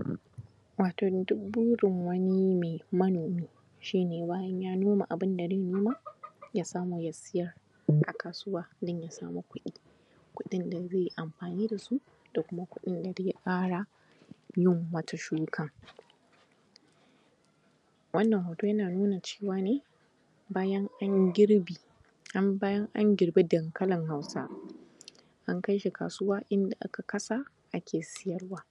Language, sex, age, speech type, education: Hausa, female, 15-29, spontaneous, primary